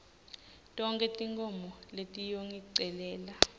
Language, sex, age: Swati, female, 20